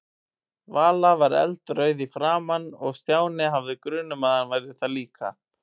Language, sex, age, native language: Icelandic, male, 18-19, Icelandic